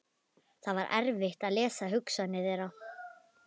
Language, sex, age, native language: Icelandic, female, 11, Icelandic